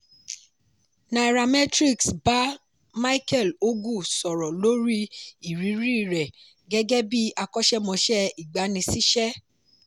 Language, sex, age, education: Yoruba, female, 15-29, tertiary